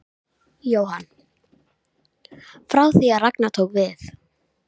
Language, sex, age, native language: Icelandic, female, 11, Icelandic